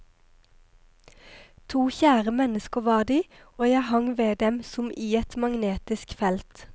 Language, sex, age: Norwegian, female, 23